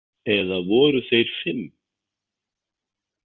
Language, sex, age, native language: Icelandic, male, 50-59, Icelandic